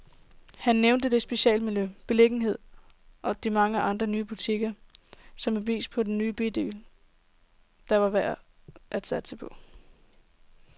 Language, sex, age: Danish, female, 18